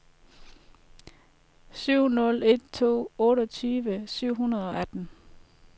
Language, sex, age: Danish, female, 33